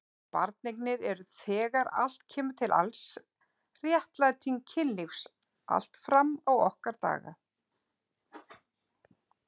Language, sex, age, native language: Icelandic, female, 50-59, Icelandic